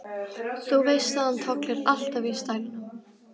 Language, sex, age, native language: Icelandic, female, 12, Icelandic